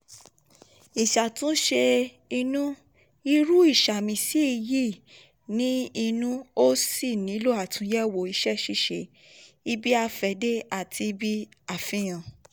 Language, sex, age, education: Yoruba, female, 15-29, tertiary